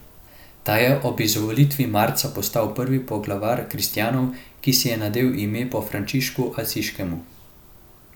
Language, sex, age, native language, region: Slovenian, male, 18-29, Slovenian, Central Slovenia